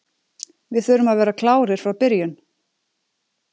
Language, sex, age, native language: Icelandic, female, 40-49, Icelandic